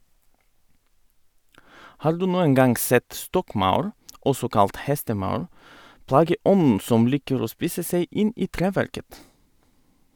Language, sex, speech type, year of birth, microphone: Norwegian, male, read, 1985, Sennheiser